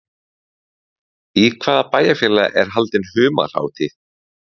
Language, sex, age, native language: Icelandic, male, 20-29, Icelandic